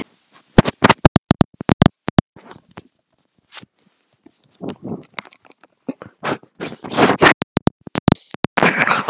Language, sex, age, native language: Icelandic, male, 10, Icelandic